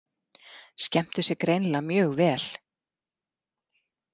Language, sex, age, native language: Icelandic, female, 40-49, Icelandic